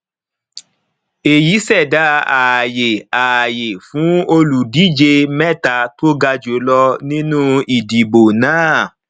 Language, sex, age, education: Yoruba, male, 30-45, tertiary